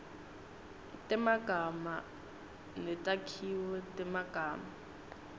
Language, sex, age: Swati, female, 19